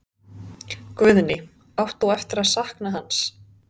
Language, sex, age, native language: Icelandic, female, 30-39, Icelandic